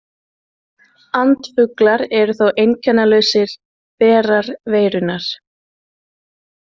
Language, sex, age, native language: Icelandic, female, 20-29, Icelandic